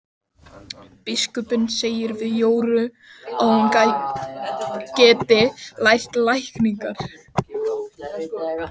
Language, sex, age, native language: Icelandic, male, 13, Icelandic